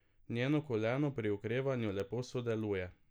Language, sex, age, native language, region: Slovenian, male, 18-29, Slovenian, Drava region